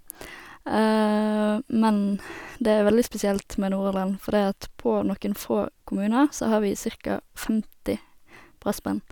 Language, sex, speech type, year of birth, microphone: Norwegian, female, spontaneous, 1991, Sennheiser